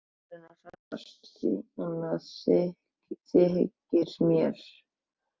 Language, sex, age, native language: Icelandic, male, 14, Icelandic